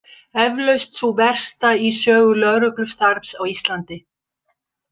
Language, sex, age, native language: Icelandic, female, 60-69, Icelandic